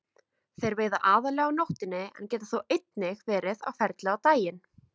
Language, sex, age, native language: Icelandic, female, 20-29, Icelandic